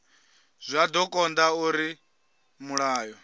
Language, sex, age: Venda, male, 20